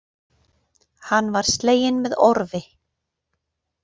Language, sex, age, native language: Icelandic, female, 40-49, Icelandic